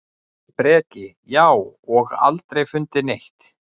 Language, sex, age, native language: Icelandic, male, 40-49, Icelandic